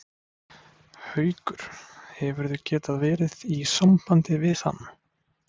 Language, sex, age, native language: Icelandic, male, 20-29, Icelandic